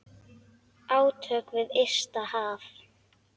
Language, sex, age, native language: Icelandic, male, 10, Icelandic